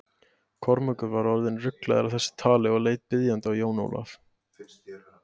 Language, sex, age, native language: Icelandic, male, 18-19, Icelandic